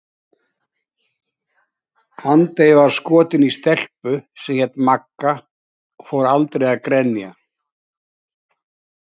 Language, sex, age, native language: Icelandic, male, 60-69, Icelandic